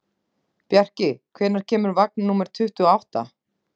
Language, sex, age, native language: Icelandic, female, 30-39, Icelandic